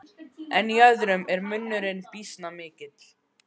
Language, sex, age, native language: Icelandic, male, 12, Icelandic